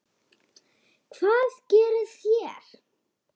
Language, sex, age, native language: Icelandic, female, 9, Icelandic